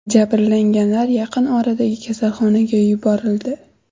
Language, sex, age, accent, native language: Uzbek, female, under 19, Toshkent shahri, Uzbek